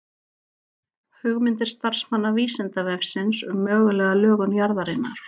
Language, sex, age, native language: Icelandic, female, 40-49, Icelandic